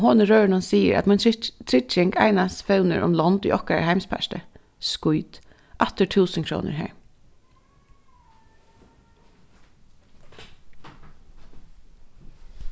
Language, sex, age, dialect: Faroese, female, 15-35, Suðurstreymoy